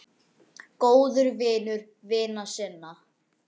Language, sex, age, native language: Icelandic, other, 10, Icelandic